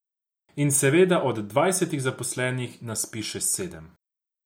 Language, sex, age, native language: Slovenian, male, 18-29, Croatian